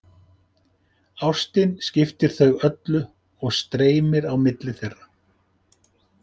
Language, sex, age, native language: Icelandic, male, 50-59, Icelandic